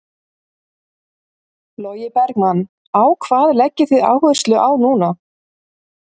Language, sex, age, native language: Icelandic, female, 50-59, Icelandic